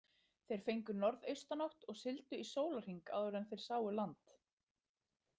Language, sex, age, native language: Icelandic, female, 30-39, Icelandic